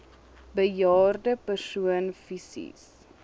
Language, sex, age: Afrikaans, female, 21